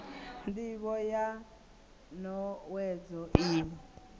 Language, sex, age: Venda, female, 19